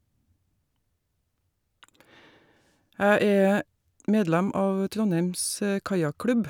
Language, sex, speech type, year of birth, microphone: Norwegian, female, spontaneous, 1961, Shure